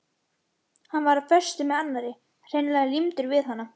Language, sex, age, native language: Icelandic, female, 11, Icelandic